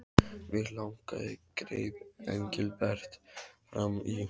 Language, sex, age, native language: Icelandic, male, 12, Icelandic